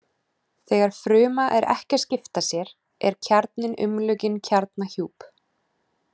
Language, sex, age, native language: Icelandic, female, 30-39, Icelandic